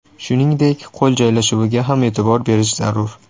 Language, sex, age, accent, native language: Uzbek, male, 18-24, Toshkent shahri, Uzbek